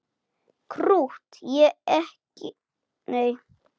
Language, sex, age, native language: Icelandic, male, 8, Icelandic